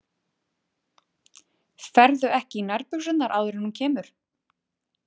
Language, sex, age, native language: Icelandic, female, 20-29, Icelandic